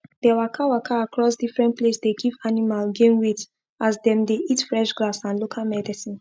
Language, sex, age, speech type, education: Nigerian Pidgin, female, 15-29, spontaneous, tertiary